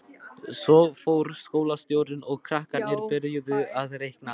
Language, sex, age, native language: Icelandic, male, 12, Icelandic